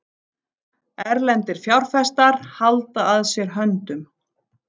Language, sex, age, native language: Icelandic, female, 50-59, Icelandic